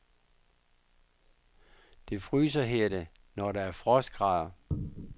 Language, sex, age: Danish, male, 59